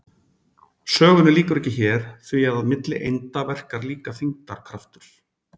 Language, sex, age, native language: Icelandic, male, 40-49, Icelandic